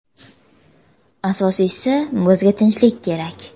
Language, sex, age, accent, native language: Uzbek, female, 18-24, Jizzax, Uzbek